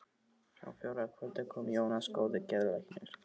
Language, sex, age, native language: Icelandic, male, 12, Icelandic